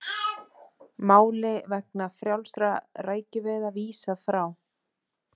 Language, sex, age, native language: Icelandic, female, 30-39, Icelandic